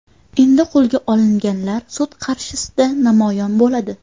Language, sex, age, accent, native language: Uzbek, female, 18-24, Qashqadaryo, Uzbek